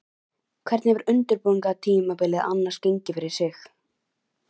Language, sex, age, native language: Icelandic, female, 11, Icelandic